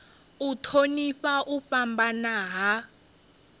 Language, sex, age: Venda, female, 30